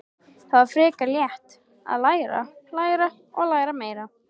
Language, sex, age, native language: Icelandic, female, 13, Icelandic